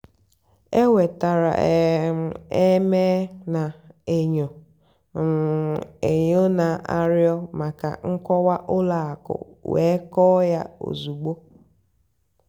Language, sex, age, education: Igbo, female, 15-29, tertiary